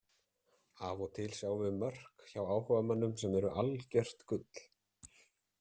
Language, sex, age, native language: Icelandic, male, 30-39, Icelandic